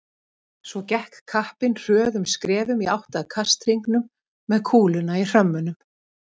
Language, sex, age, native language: Icelandic, female, 50-59, Icelandic